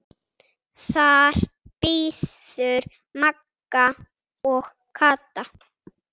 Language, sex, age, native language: Icelandic, male, 6, Icelandic